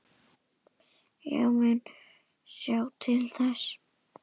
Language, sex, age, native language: Icelandic, female, 10, Icelandic